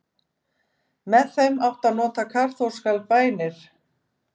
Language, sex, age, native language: Icelandic, female, 50-59, Icelandic